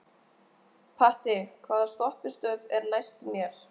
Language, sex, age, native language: Icelandic, female, 20-29, Icelandic